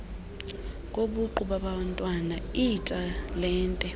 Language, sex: Xhosa, female